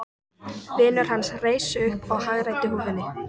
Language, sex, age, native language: Icelandic, female, 14, Icelandic